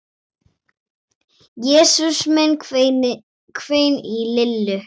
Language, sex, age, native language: Icelandic, female, 9, Icelandic